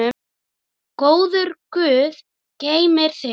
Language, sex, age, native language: Icelandic, male, 9, Icelandic